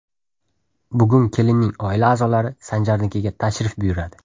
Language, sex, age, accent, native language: Uzbek, male, 12-17, Toshkent shahri, Uzbek